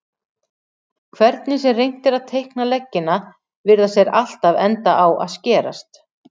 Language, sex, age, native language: Icelandic, female, 40-49, Icelandic